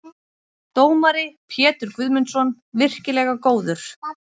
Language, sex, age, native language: Icelandic, female, 30-39, Icelandic